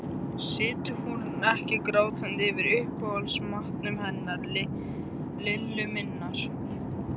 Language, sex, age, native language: Icelandic, male, 13, Icelandic